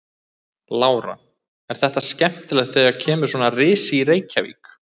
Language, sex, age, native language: Icelandic, male, 20-29, Icelandic